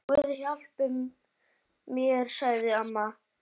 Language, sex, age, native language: Icelandic, male, 7, Icelandic